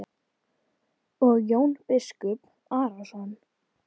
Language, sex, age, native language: Icelandic, female, 10, Icelandic